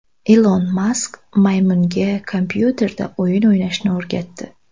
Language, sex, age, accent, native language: Uzbek, female, 18-24, Toshkent viloyati, Uzbek